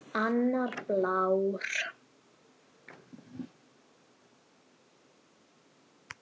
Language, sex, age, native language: Icelandic, male, 10, Icelandic